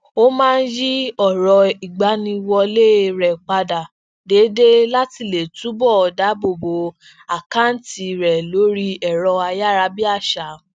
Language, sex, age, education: Yoruba, female, 15-29, tertiary